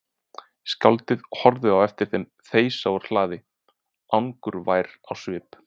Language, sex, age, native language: Icelandic, male, 30-39, Icelandic